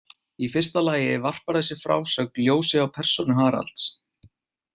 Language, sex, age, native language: Icelandic, male, 20-29, Icelandic